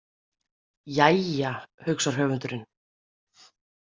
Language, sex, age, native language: Icelandic, female, 30-39, Icelandic